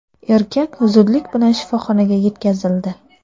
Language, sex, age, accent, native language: Uzbek, female, 19-29, Andijon, Uzbek